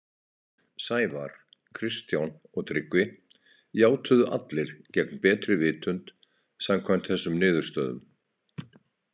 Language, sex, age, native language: Icelandic, male, 60-69, Icelandic